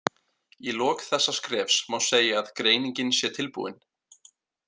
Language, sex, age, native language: Icelandic, male, 18-19, Icelandic